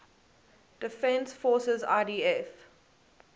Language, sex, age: English, female, 18